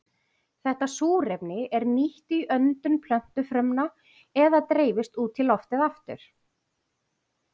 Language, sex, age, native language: Icelandic, female, 40-49, Icelandic